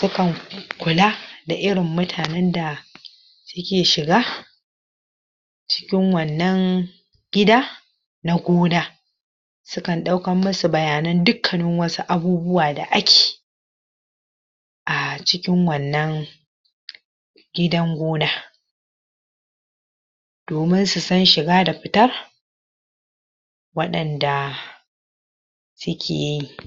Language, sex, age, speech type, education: Hausa, male, 46-60, spontaneous, tertiary